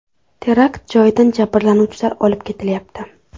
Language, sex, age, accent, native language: Uzbek, female, under 19, Toshkent viloyati, Uzbek